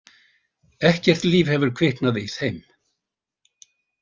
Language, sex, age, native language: Icelandic, male, 80-89, Icelandic